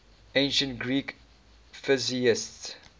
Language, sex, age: English, male, 19